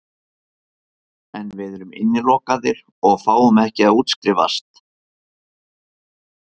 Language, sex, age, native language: Icelandic, male, 50-59, Icelandic